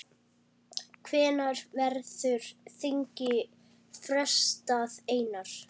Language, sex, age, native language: Icelandic, female, 10, Icelandic